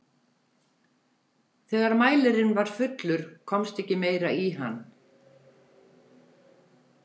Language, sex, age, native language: Icelandic, female, 70-79, Icelandic